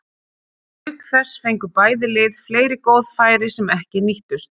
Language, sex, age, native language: Icelandic, female, 30-39, Icelandic